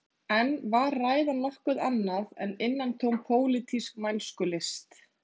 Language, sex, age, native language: Icelandic, female, 30-39, Icelandic